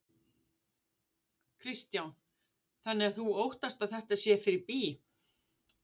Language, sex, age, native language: Icelandic, female, 50-59, Icelandic